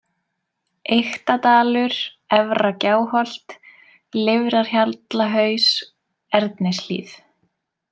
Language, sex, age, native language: Icelandic, female, 20-29, Icelandic